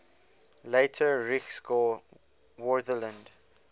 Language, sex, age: English, male, 18